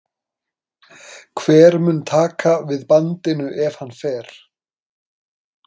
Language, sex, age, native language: Icelandic, male, 30-39, Icelandic